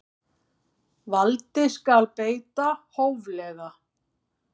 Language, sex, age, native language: Icelandic, female, 50-59, Icelandic